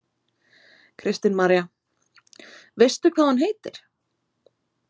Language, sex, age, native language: Icelandic, female, 20-29, Icelandic